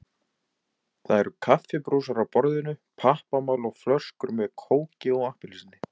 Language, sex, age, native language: Icelandic, male, 20-29, Icelandic